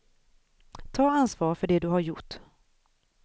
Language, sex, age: Swedish, female, 41